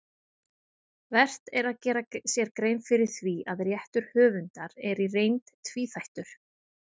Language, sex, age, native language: Icelandic, female, 30-39, Icelandic